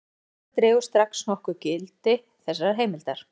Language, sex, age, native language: Icelandic, female, 14, Icelandic